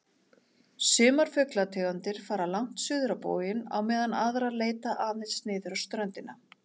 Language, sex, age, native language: Icelandic, female, 40-49, Icelandic